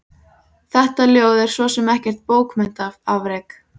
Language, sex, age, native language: Icelandic, female, 14, Icelandic